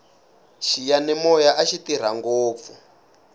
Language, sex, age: Tsonga, male, 19